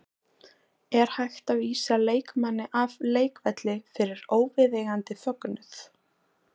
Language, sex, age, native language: Icelandic, female, 20-29, Icelandic